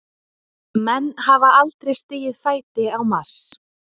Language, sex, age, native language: Icelandic, female, 30-39, Icelandic